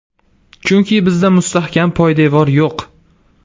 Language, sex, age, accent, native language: Uzbek, male, 18-24, Surxondaryo, Uzbek